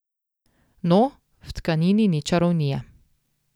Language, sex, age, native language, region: Slovenian, female, 18-29, Slovenian, Drava region